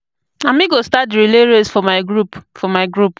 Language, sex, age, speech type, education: Nigerian Pidgin, female, 15-29, spontaneous, tertiary